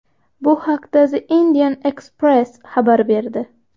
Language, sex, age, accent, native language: Uzbek, female, 12-17, Xorazm, Uzbek